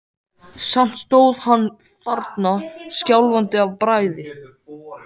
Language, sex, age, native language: Icelandic, male, 14, Icelandic